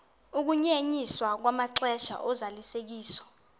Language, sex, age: Xhosa, female, 22